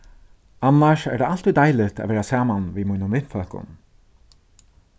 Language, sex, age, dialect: Faroese, male, 36-60, Suðurstreymoy